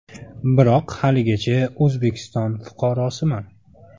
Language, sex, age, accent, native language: Uzbek, male, 25-34, Toshkent viloyati, Uzbek